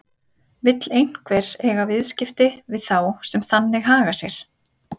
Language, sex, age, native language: Icelandic, female, 30-39, Icelandic